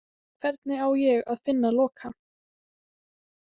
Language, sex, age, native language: Icelandic, female, 18-19, Icelandic